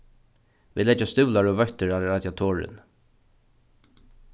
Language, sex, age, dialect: Faroese, male, 36-60, Norðuroyggjar